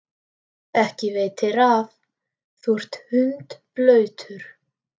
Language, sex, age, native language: Icelandic, female, 13, Icelandic